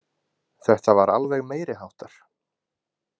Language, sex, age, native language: Icelandic, male, 20-29, Icelandic